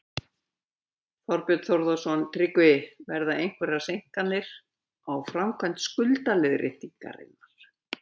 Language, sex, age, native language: Icelandic, female, 70-79, Icelandic